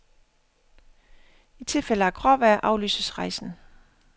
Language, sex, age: Danish, female, 50